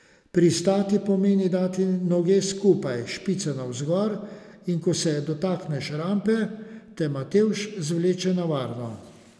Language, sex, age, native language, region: Slovenian, male, 50-59, Slovenian, Savinja region